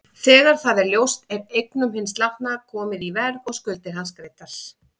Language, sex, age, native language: Icelandic, female, 50-59, Icelandic